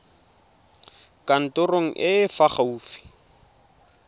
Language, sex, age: Tswana, male, 22